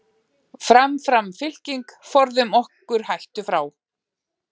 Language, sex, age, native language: Icelandic, female, 40-49, Icelandic